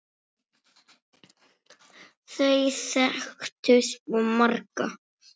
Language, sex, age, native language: Icelandic, female, 6, Icelandic